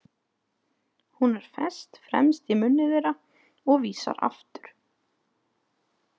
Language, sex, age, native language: Icelandic, female, 30-39, Icelandic